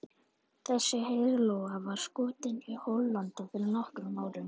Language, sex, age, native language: Icelandic, male, 40-49, Icelandic